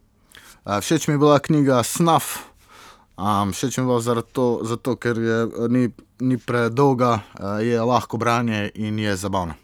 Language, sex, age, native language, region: Slovenian, male, 18-29, Slovenian, Southeast Slovenia